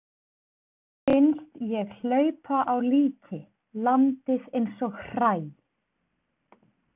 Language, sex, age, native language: Icelandic, female, 20-29, Icelandic